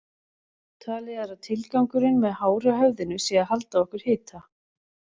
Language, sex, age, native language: Icelandic, other, 40-49, Icelandic